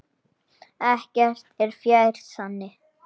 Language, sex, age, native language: Icelandic, male, 10, Icelandic